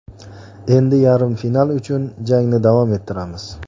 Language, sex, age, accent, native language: Uzbek, male, 25-34, Andijon, Uzbek